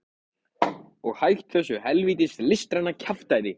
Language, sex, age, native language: Icelandic, male, 14, Icelandic